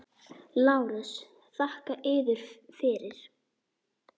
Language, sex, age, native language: Icelandic, female, 10, Icelandic